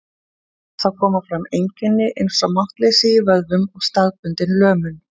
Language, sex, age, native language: Icelandic, female, 40-49, Icelandic